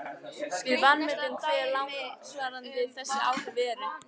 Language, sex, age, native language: Icelandic, other, 14, Icelandic